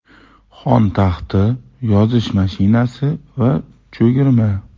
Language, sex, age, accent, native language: Uzbek, male, 35+, Farg'ona, Uzbek